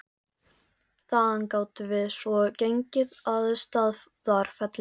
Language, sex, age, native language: Icelandic, female, 14, Icelandic